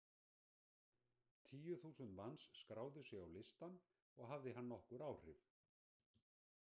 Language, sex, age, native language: Icelandic, male, 60-69, Icelandic